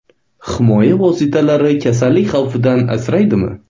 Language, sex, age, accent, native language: Uzbek, male, 25-34, Xorazm, Uzbek